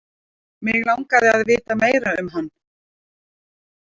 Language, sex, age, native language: Icelandic, female, 40-49, Icelandic